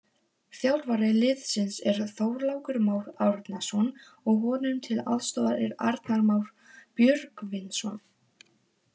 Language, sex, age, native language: Icelandic, female, 18-19, Polish